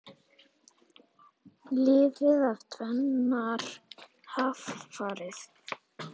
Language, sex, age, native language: Icelandic, male, 40-49, Icelandic